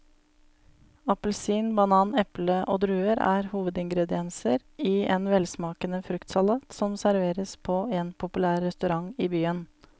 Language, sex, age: Norwegian, female, 35